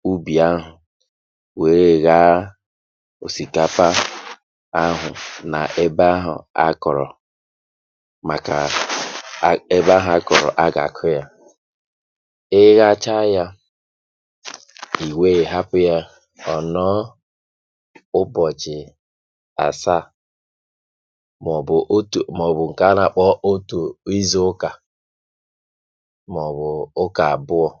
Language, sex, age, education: Igbo, male, 30-45, tertiary